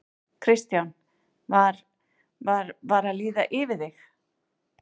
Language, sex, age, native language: Icelandic, female, 40-49, Icelandic